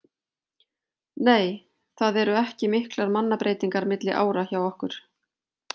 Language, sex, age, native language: Icelandic, female, 40-49, Icelandic